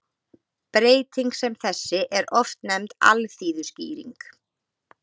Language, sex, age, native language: Icelandic, female, 30-39, Icelandic